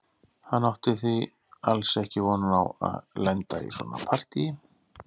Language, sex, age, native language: Icelandic, male, 40-49, Icelandic